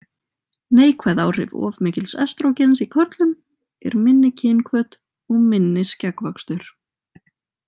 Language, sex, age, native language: Icelandic, female, 20-29, Icelandic